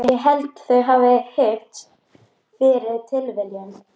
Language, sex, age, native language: Icelandic, female, 13, Icelandic